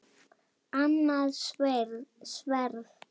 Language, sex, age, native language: Icelandic, female, 8, Danish